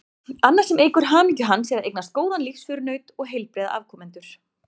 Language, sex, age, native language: Icelandic, female, 40-49, Icelandic